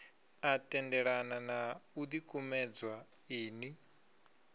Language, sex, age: Venda, male, 22